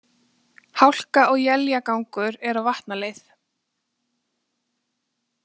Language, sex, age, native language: Icelandic, female, 20-29, Icelandic